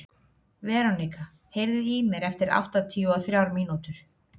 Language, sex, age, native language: Icelandic, female, 30-39, Icelandic